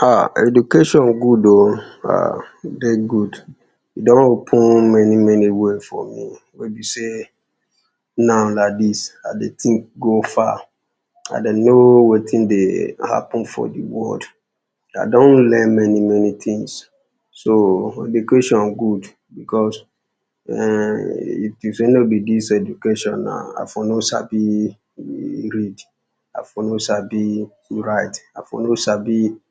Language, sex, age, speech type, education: Nigerian Pidgin, male, 15-29, spontaneous, secondary